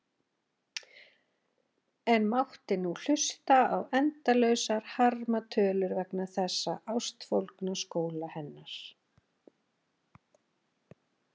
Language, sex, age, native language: Icelandic, female, 40-49, Icelandic